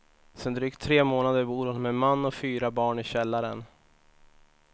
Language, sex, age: Swedish, male, 25